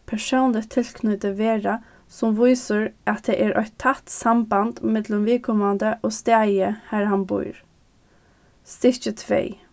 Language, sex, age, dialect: Faroese, female, 15-35, Norðurstreymoy/Eysturoy